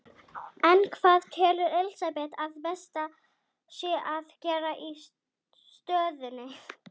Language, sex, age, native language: Icelandic, female, 40-49, Icelandic